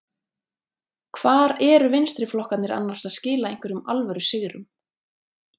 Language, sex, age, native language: Icelandic, female, 30-39, Icelandic